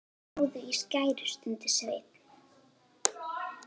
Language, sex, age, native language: Icelandic, female, 9, Icelandic